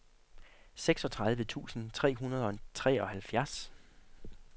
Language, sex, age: Danish, male, 40